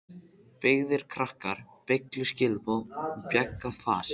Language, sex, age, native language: Icelandic, male, 14, Icelandic